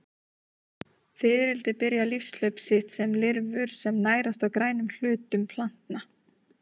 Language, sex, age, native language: Icelandic, female, 30-39, Icelandic